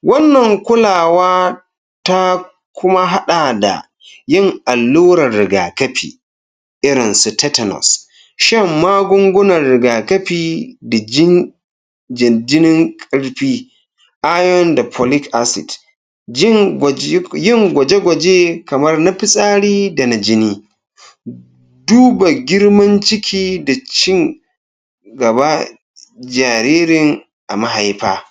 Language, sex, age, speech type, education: Hausa, male, 46-60, spontaneous, tertiary